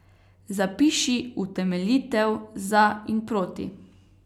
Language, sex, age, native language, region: Slovenian, female, 18-29, Slovenian, Carinthia region